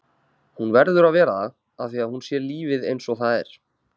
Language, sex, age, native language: Icelandic, male, 30-39, Icelandic